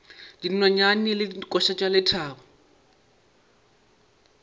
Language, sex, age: Northern Sotho, male, 22